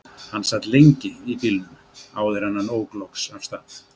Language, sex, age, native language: Icelandic, male, 60-69, Icelandic